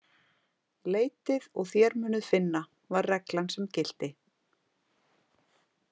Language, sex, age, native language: Icelandic, female, 50-59, Icelandic